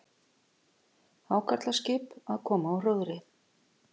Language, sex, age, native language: Icelandic, female, 50-59, Icelandic